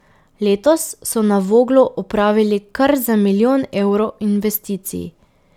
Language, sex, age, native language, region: Slovenian, female, 18-29, Slovenian, Pomurje region